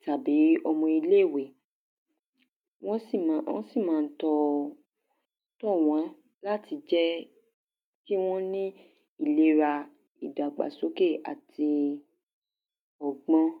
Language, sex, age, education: Yoruba, female, 15-29, tertiary